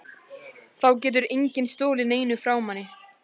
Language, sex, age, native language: Icelandic, female, 14, Icelandic